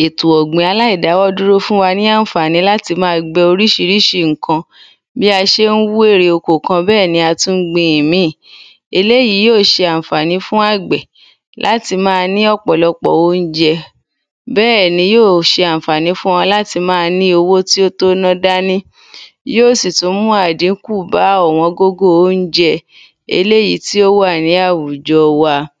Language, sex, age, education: Yoruba, female, 30-45, tertiary